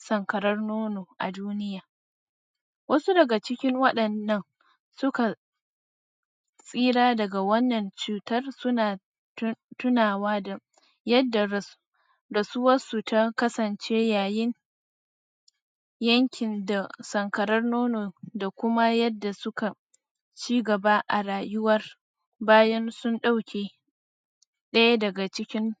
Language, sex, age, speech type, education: Hausa, female, 46-60, spontaneous, tertiary